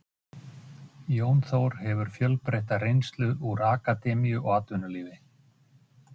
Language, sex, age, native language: Icelandic, male, 50-59, Icelandic